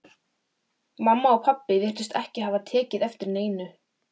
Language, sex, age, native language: Icelandic, female, 13, Icelandic